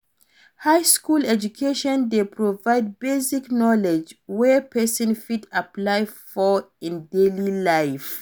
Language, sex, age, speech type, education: Nigerian Pidgin, female, 46-60, read, tertiary